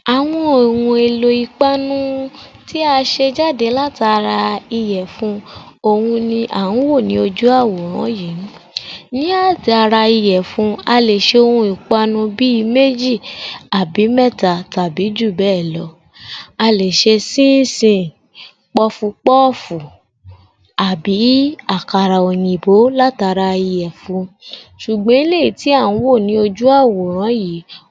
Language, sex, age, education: Yoruba, female, 30-45, tertiary